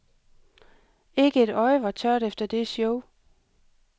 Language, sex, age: Danish, female, 38